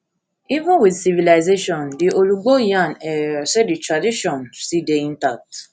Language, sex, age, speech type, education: Nigerian Pidgin, female, 15-29, spontaneous, tertiary